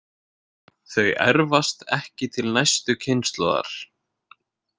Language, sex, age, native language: Icelandic, male, 20-29, Icelandic